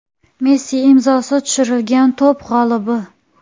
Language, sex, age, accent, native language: Uzbek, female, 18-24, Xorazm, Uzbek